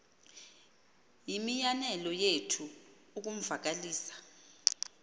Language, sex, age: Xhosa, female, 38